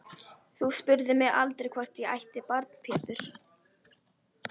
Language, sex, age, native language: Icelandic, female, 11, Icelandic